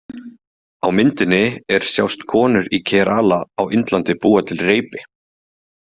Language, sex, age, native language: Icelandic, male, 20-29, Icelandic